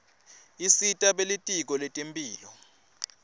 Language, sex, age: Swati, male, 20